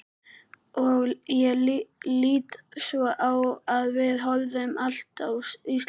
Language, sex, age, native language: Icelandic, male, 11, Icelandic